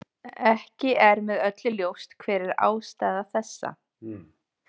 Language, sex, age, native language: Icelandic, female, 30-39, Icelandic